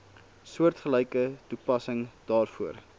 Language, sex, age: Afrikaans, male, 19